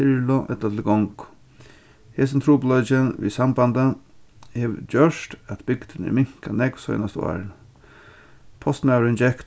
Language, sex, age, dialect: Faroese, male, 36-60, Norðurstreymoy/Eysturoy